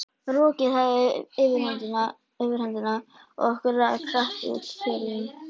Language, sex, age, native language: Icelandic, female, 11, Icelandic